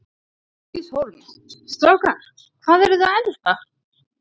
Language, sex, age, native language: Icelandic, female, 30-39, Icelandic